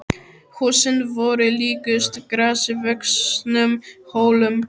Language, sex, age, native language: Icelandic, male, 12, Icelandic